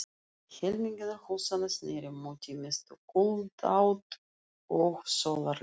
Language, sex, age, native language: Icelandic, female, 40-49, Russian